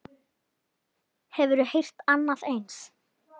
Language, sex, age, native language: Icelandic, female, 9, Icelandic